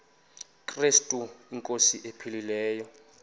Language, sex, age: Xhosa, male, 21